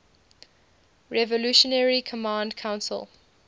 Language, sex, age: English, female, 20